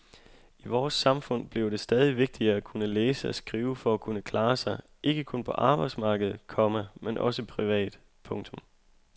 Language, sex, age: Danish, male, 25